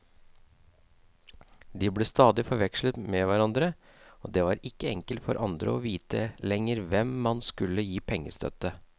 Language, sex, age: Norwegian, male, 37